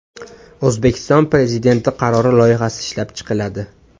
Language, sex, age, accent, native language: Uzbek, male, 18-24, Farg'ona, Uzbek